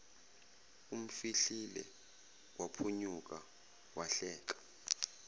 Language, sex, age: Zulu, male, 24